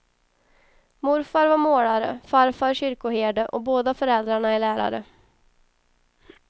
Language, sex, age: Swedish, female, 22